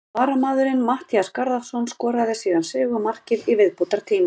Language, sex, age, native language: Icelandic, female, 50-59, Icelandic